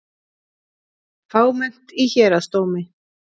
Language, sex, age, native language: Icelandic, female, 40-49, Icelandic